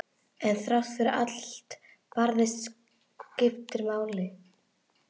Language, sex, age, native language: Icelandic, female, 11, Icelandic